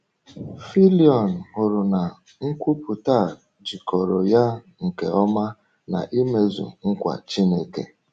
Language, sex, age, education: Igbo, male, 30-45, tertiary